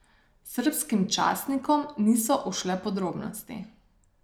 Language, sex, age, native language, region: Slovenian, female, 30-49, Slovenian, Savinja region